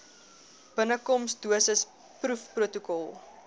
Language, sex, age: Afrikaans, female, 21